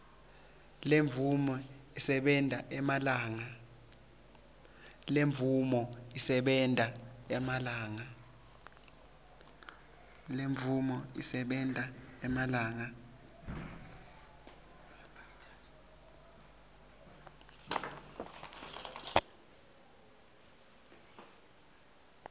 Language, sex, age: Swati, male, 23